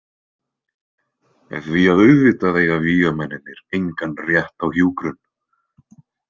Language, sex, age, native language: Icelandic, male, 20-29, Icelandic